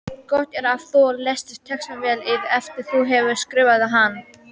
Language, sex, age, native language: Icelandic, female, 18-19, Icelandic